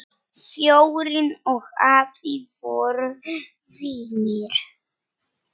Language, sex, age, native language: Icelandic, female, 9, Polish